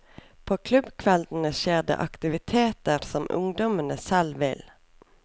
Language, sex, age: Norwegian, female, 24